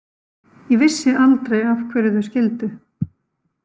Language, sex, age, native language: Icelandic, female, 50-59, Icelandic